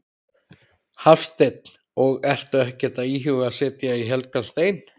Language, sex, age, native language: Icelandic, male, 30-39, Icelandic